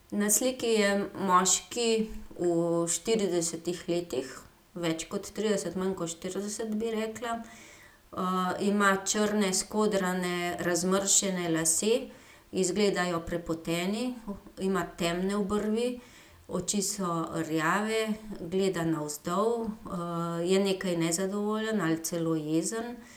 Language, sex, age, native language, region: Slovenian, female, 50-59, Slovenian, Gorenjska region